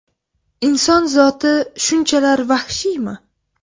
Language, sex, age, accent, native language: Uzbek, female, 18-24, Buxoro, Uzbek